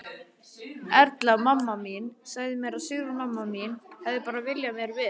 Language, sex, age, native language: Icelandic, male, 18-19, Icelandic